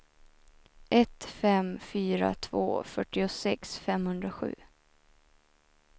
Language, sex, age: Swedish, female, 24